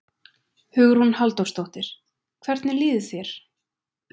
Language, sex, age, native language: Icelandic, female, 20-29, Icelandic